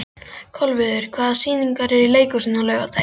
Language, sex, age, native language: Icelandic, female, 12, Icelandic